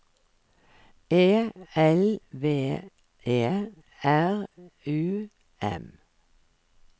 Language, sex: Norwegian, female